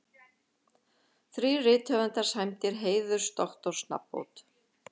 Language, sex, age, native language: Icelandic, female, 50-59, Icelandic